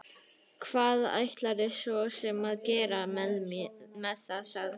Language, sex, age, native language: Icelandic, female, 12, Icelandic